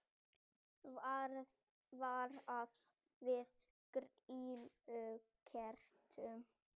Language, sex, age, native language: Icelandic, female, 30-39, Icelandic